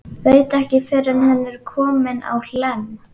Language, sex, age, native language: Icelandic, female, 11, Icelandic